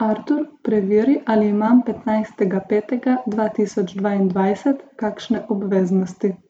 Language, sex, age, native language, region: Slovenian, female, 18-29, Slovenian, Gorica region